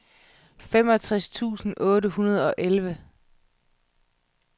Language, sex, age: Danish, female, 31